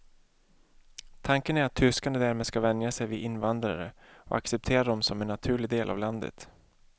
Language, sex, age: Swedish, male, 31